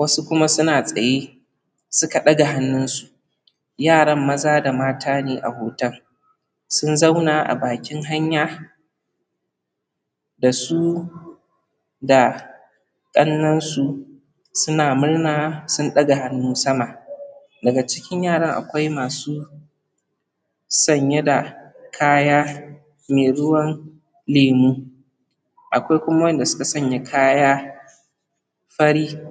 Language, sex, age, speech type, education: Hausa, male, 15-29, spontaneous, primary